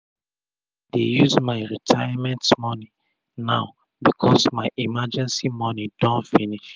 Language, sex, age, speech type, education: Nigerian Pidgin, male, 30-45, spontaneous, tertiary